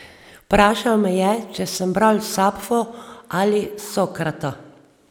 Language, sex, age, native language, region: Slovenian, female, 30-49, Slovenian, Savinja region